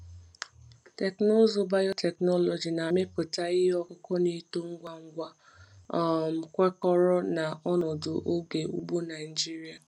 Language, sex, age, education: Igbo, female, 15-29, tertiary